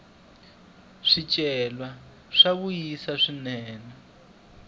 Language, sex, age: Tsonga, male, 23